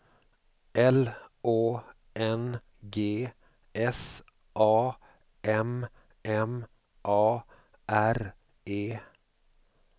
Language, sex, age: Swedish, male, 45